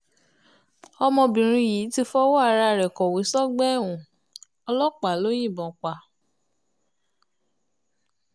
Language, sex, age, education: Yoruba, female, 30-45, tertiary